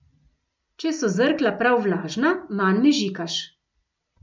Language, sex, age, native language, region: Slovenian, female, 50-59, Slovenian, Gorenjska region